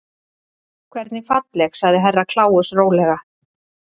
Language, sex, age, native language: Icelandic, female, 30-39, Icelandic